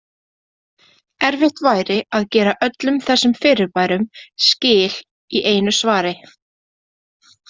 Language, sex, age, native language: Icelandic, female, 30-39, Icelandic